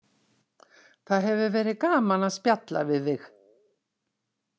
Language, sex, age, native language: Icelandic, female, 60-69, Icelandic